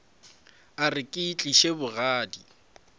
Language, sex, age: Northern Sotho, male, 20